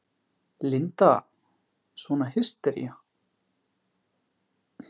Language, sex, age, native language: Icelandic, male, 30-39, Icelandic